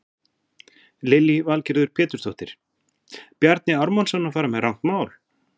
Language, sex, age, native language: Icelandic, male, 40-49, Icelandic